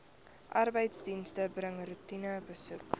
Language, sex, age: Afrikaans, female, 21